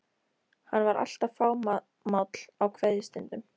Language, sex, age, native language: Icelandic, female, 13, Icelandic